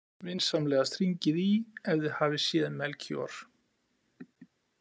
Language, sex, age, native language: Icelandic, male, 40-49, Icelandic